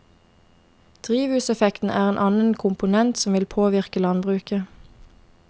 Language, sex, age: Norwegian, female, 22